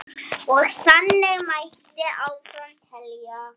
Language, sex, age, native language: Icelandic, male, 7, Icelandic